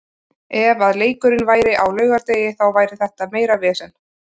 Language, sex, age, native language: Icelandic, female, 30-39, Icelandic